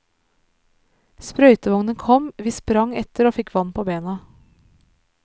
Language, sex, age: Norwegian, female, 33